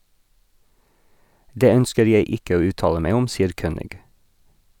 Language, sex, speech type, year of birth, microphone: Norwegian, male, read, 1981, Sennheiser